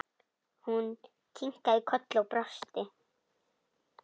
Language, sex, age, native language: Icelandic, female, 10, Icelandic